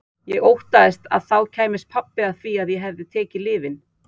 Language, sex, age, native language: Icelandic, female, 40-49, Icelandic